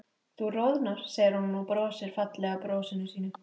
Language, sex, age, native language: Icelandic, female, 13, Icelandic